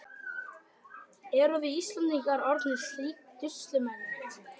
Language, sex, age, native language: Icelandic, male, 12, Icelandic